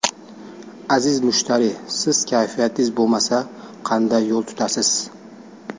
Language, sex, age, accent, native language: Uzbek, male, 19-29, Andijon, Uzbek